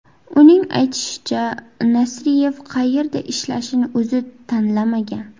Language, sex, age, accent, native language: Uzbek, female, 18-24, Buxoro, Uzbek